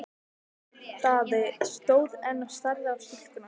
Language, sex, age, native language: Icelandic, female, 12, Icelandic